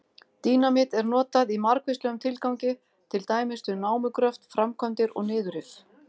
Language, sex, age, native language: Icelandic, female, 50-59, Icelandic